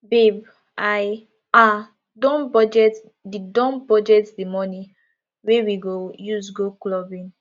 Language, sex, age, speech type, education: Nigerian Pidgin, female, 15-29, spontaneous, tertiary